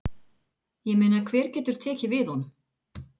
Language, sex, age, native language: Icelandic, female, 40-49, Icelandic